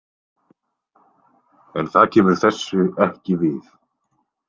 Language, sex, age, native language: Icelandic, male, 20-29, Icelandic